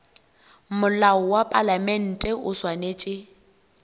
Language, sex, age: Northern Sotho, female, 18